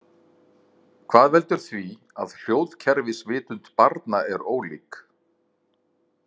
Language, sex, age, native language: Icelandic, male, 50-59, Icelandic